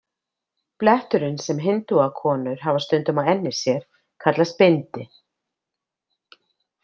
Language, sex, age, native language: Icelandic, female, 50-59, Icelandic